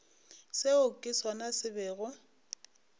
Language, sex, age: Northern Sotho, female, 25